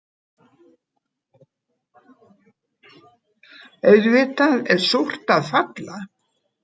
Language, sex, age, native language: Icelandic, female, 80-89, Icelandic